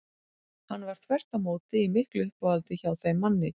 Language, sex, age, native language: Icelandic, female, 40-49, Icelandic